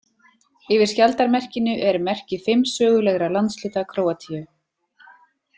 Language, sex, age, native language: Icelandic, female, 40-49, Icelandic